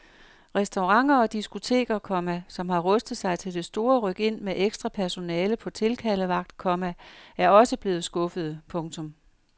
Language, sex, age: Danish, female, 58